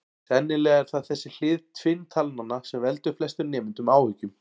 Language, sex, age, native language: Icelandic, male, 40-49, Icelandic